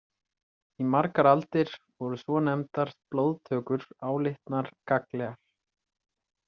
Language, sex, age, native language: Icelandic, male, 30-39, Icelandic